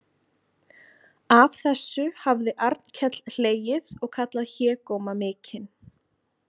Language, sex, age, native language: Icelandic, female, 20-29, Icelandic